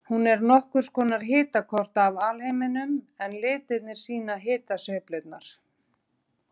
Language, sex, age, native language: Icelandic, female, 40-49, Icelandic